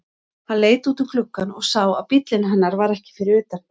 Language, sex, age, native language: Icelandic, female, 40-49, Icelandic